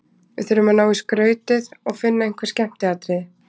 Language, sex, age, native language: Icelandic, female, 20-29, Icelandic